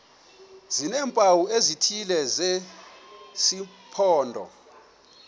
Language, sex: Xhosa, male